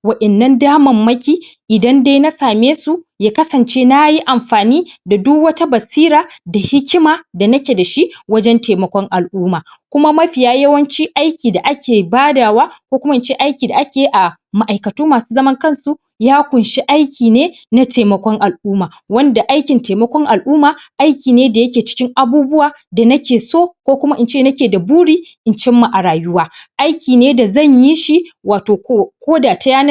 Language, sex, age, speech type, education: Hausa, female, 30-45, spontaneous, primary